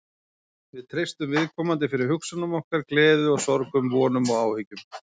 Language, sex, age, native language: Icelandic, male, 40-49, Icelandic